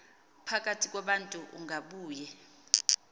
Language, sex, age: Xhosa, female, 38